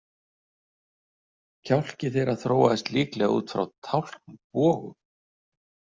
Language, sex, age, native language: Icelandic, male, 60-69, Icelandic